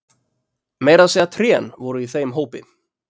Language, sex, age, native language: Icelandic, male, 30-39, Icelandic